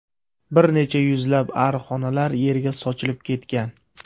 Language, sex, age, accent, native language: Uzbek, male, 25-34, Surxondaryo, Uzbek